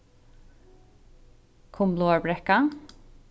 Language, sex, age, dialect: Faroese, female, 15-35, Sandoy